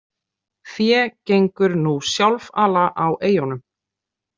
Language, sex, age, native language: Icelandic, female, 30-39, Icelandic